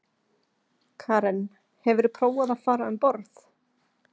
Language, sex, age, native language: Icelandic, female, 30-39, Icelandic